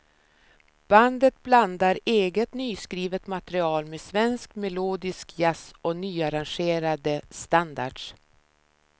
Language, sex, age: Swedish, female, 53